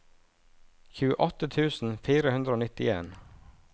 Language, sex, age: Norwegian, male, 37